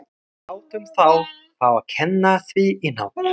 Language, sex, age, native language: Icelandic, male, 30-39, Swedish